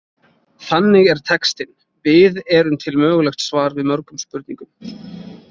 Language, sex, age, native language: Icelandic, male, 20-29, Icelandic